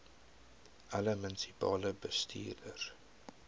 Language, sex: Afrikaans, male